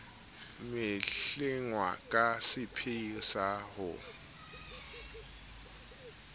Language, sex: Southern Sotho, male